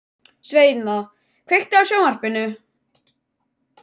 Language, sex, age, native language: Icelandic, male, 11, Icelandic